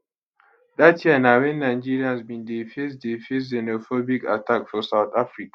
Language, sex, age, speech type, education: Nigerian Pidgin, male, 15-29, spontaneous, tertiary